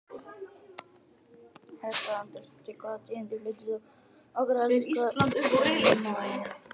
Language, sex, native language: Icelandic, female, Icelandic